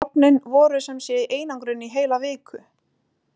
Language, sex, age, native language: Icelandic, female, 20-29, Icelandic